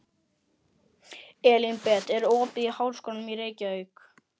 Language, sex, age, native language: Icelandic, male, 11, Icelandic